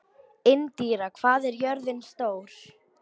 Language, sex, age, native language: Icelandic, female, 18-19, Polish